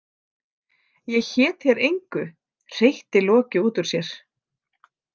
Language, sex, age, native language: Icelandic, female, 30-39, Icelandic